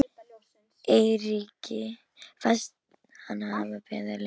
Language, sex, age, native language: Icelandic, female, 18-19, Polish